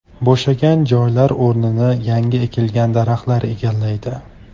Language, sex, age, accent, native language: Uzbek, male, 18-24, Farg'ona, Tajik